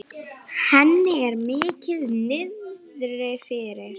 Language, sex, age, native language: Icelandic, female, 9, Icelandic